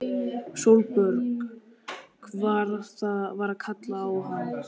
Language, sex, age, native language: Icelandic, male, 13, Icelandic